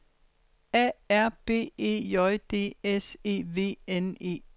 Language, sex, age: Danish, female, 60